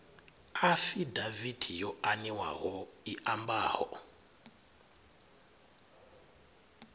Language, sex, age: Venda, male, 39